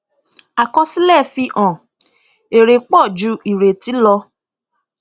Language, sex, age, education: Yoruba, female, 15-29, tertiary